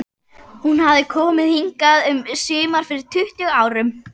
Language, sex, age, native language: Icelandic, female, 11, Icelandic